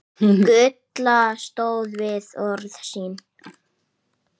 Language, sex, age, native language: Icelandic, male, 8, Icelandic